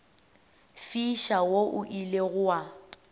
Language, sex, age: Northern Sotho, female, 18